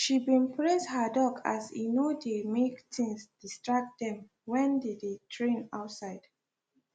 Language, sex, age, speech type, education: Nigerian Pidgin, female, 15-29, spontaneous, secondary